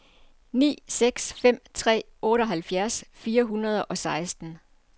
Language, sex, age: Danish, female, 47